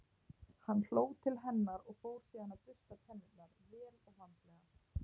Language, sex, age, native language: Icelandic, female, 20-29, Icelandic